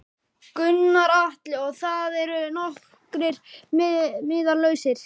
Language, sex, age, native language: Icelandic, male, 11, Icelandic